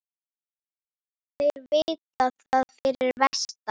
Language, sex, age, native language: Icelandic, female, 8, Icelandic